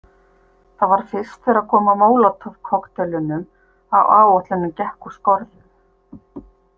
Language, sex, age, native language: Icelandic, female, 50-59, Icelandic